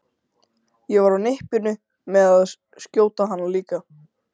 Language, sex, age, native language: Icelandic, male, 13, Icelandic